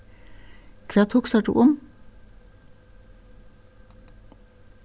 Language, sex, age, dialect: Faroese, female, 61+, Suðurstreymoy